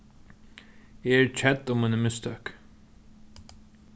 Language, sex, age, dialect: Faroese, male, 15-35, Norðurstreymoy/Eysturoy